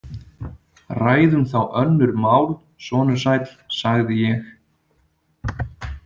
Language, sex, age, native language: Icelandic, male, 30-39, Icelandic